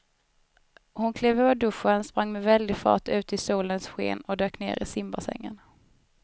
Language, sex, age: Swedish, female, 19